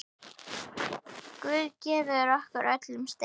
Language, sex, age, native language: Icelandic, female, 9, Icelandic